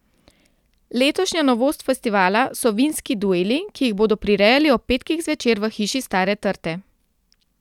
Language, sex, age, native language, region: Slovenian, female, 30-49, Slovenian, Central Slovenia